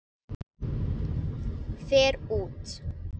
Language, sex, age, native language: Icelandic, female, 7, Icelandic